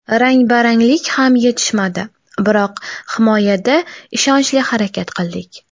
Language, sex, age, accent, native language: Uzbek, female, 19-29, Toshkent shahri, Uzbek